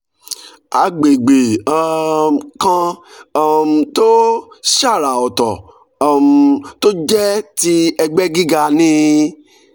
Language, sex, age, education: Yoruba, male, 46-60, tertiary